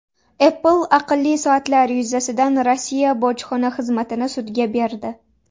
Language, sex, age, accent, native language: Uzbek, female, 19-29, Namangan, Uzbek